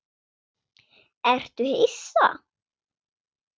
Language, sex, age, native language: Icelandic, female, 7, Swedish